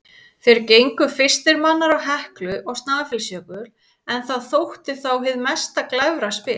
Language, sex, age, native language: Icelandic, female, 30-39, Icelandic